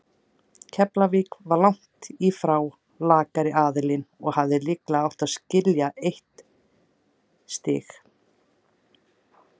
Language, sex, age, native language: Icelandic, female, 30-39, Icelandic